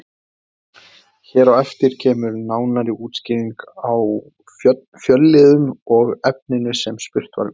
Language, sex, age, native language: Icelandic, male, 20-29, Icelandic